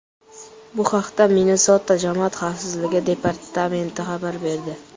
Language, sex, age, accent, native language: Uzbek, male, under 19, Samarqand, Uzbek